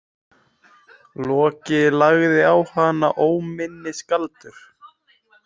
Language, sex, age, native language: Icelandic, male, 20-29, Icelandic